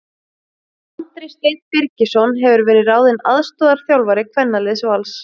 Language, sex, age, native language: Icelandic, female, 30-39, Icelandic